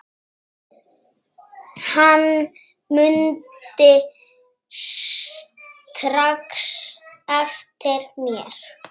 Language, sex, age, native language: Icelandic, female, 6, Icelandic